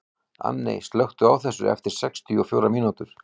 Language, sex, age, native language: Icelandic, male, 18-19, Icelandic